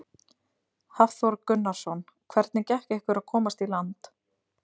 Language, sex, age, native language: Icelandic, female, 30-39, Icelandic